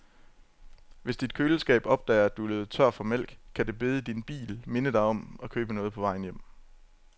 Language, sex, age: Danish, male, 27